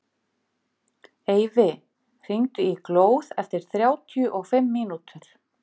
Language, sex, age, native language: Icelandic, female, 50-59, Icelandic